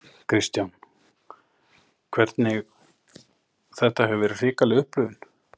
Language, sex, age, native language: Icelandic, male, 40-49, Icelandic